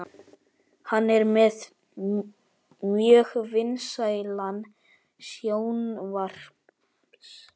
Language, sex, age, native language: Icelandic, male, 12, Icelandic